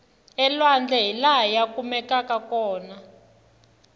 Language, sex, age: Tsonga, female, 21